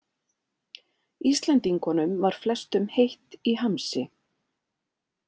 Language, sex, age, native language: Icelandic, female, 40-49, Icelandic